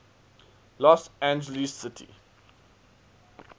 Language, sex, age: English, male, 19